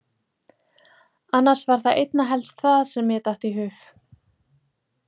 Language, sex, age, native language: Icelandic, female, 20-29, Icelandic